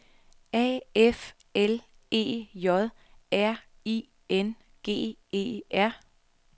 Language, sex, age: Danish, female, 33